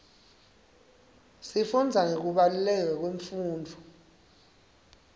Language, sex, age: Swati, male, 19